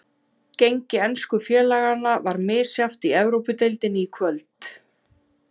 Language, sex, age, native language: Icelandic, female, 30-39, Icelandic